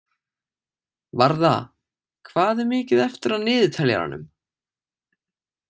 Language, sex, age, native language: Icelandic, male, 18-19, Icelandic